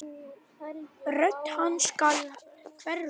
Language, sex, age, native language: Icelandic, other, 9, Icelandic